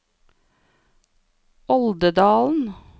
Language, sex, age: Norwegian, female, 49